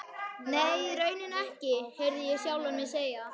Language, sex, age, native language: Icelandic, male, 11, Icelandic